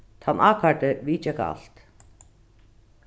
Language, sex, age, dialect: Faroese, female, 36-60, Norðuroyggjar